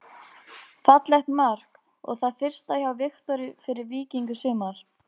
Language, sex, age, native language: Icelandic, female, 18-19, Icelandic